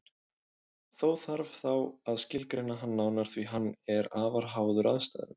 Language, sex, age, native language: Icelandic, male, 20-29, Icelandic